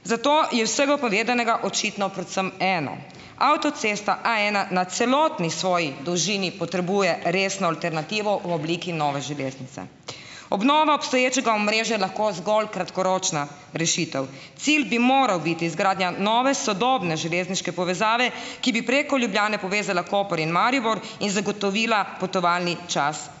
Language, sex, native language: Slovenian, female, Slovenian